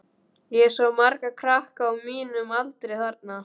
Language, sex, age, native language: Icelandic, male, 12, Icelandic